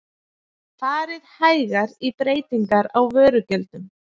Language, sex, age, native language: Icelandic, female, 40-49, Icelandic